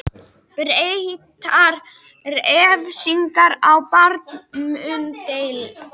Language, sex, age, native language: Icelandic, female, 18-19, Icelandic